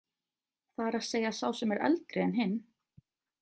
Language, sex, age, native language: Icelandic, female, 20-29, Icelandic